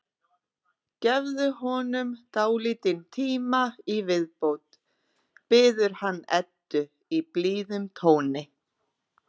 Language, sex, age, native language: Icelandic, female, 30-39, Icelandic